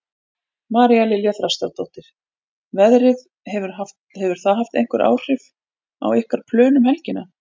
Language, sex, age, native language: Icelandic, female, 40-49, Icelandic